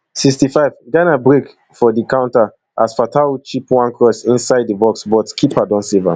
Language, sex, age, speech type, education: Nigerian Pidgin, male, 30-45, spontaneous, tertiary